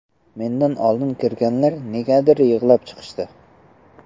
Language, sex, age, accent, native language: Uzbek, male, 12-17, Samarqand, Uzbek